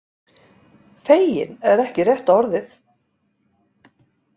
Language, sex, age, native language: Icelandic, female, 50-59, Icelandic